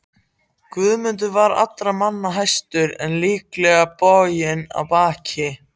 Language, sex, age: Icelandic, other, 14